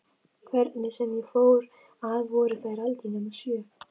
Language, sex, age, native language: Icelandic, female, 13, Icelandic